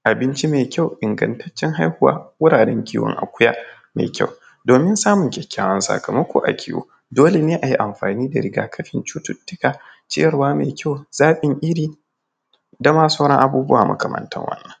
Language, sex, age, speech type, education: Hausa, male, 15-29, spontaneous, tertiary